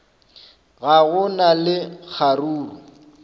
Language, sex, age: Northern Sotho, male, 26